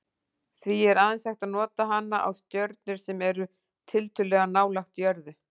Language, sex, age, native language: Icelandic, female, 40-49, Icelandic